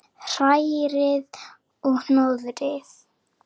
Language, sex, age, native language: Icelandic, female, 9, Icelandic